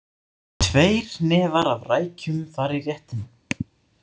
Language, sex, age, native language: Icelandic, male, 18-19, Icelandic